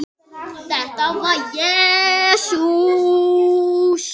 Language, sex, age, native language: Icelandic, male, 8, Icelandic